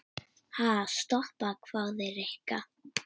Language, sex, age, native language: Icelandic, female, 10, Icelandic